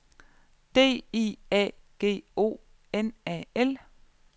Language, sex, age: Danish, female, 34